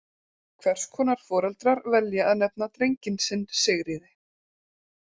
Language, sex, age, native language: Icelandic, female, 30-39, Icelandic